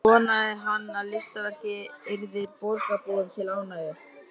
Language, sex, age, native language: Icelandic, male, 12, Icelandic